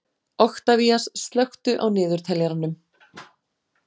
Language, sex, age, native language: Icelandic, female, 40-49, Icelandic